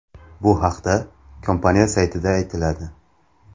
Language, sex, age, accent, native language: Uzbek, male, 19-29, Samarqand, Uzbek